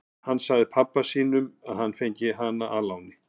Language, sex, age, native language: Icelandic, male, 50-59, Icelandic